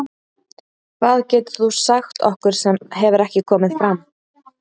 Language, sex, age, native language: Icelandic, female, 30-39, Icelandic